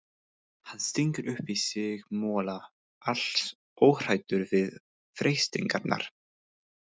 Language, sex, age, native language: Icelandic, male, 20-29, English